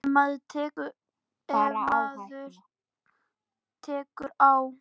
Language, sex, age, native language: Icelandic, male, 8, Icelandic